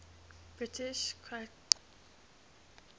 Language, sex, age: English, female, 21